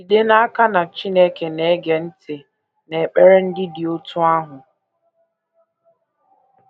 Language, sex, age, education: Igbo, female, 15-29, tertiary